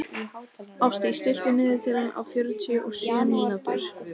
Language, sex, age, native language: Icelandic, female, 18-19, Icelandic